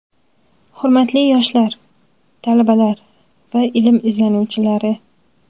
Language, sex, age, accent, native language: Uzbek, female, 18-24, Samarqand, Uzbek